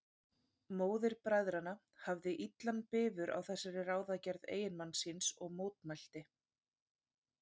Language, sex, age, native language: Icelandic, female, 30-39, Icelandic